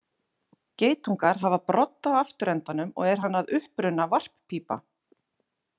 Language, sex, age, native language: Icelandic, female, 40-49, Icelandic